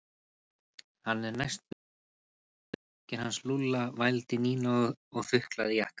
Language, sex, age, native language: Icelandic, male, 30-39, Icelandic